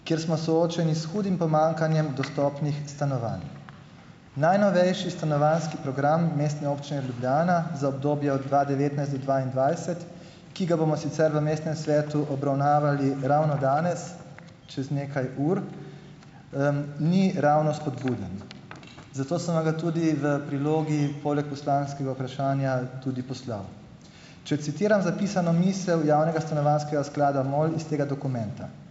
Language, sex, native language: Slovenian, male, Slovenian